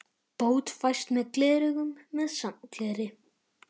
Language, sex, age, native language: Icelandic, male, 11, Icelandic